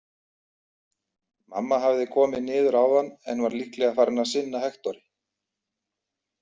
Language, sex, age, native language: Icelandic, male, 40-49, Icelandic